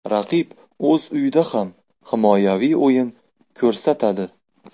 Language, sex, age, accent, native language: Uzbek, male, 18-24, Farg'ona, Uzbek